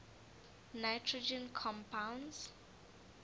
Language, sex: English, female